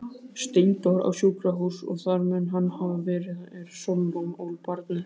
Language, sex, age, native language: Icelandic, male, 20-29, Icelandic